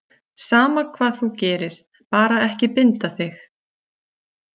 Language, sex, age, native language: Icelandic, female, 40-49, Icelandic